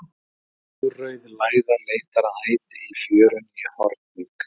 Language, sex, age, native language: Icelandic, male, 40-49, Icelandic